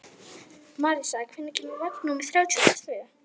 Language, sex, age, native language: Icelandic, female, 11, Icelandic